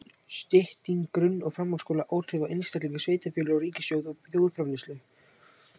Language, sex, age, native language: Icelandic, male, 18-19, Icelandic